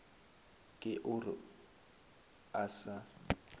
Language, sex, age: Northern Sotho, male, 19